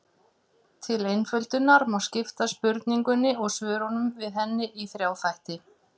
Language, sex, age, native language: Icelandic, female, 50-59, Icelandic